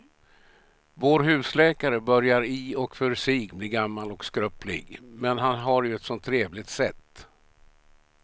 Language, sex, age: Swedish, male, 67